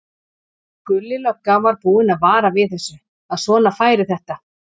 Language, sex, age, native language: Icelandic, male, 40-49, Icelandic